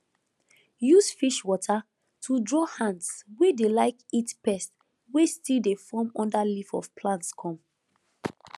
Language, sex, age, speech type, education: Nigerian Pidgin, female, 15-29, spontaneous, tertiary